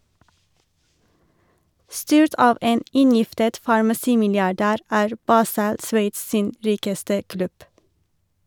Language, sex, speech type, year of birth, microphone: Norwegian, female, read, 1983, Shure